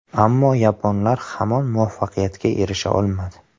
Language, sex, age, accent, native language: Uzbek, male, 25-34, Farg'ona, Uzbek